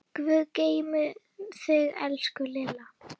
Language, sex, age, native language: Icelandic, female, 9, Icelandic